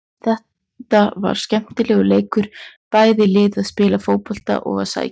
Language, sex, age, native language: Icelandic, female, 20-29, Icelandic